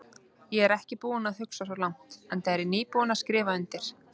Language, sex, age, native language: Icelandic, female, 30-39, Icelandic